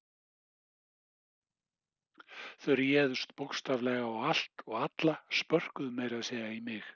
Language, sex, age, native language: Icelandic, male, 60-69, Icelandic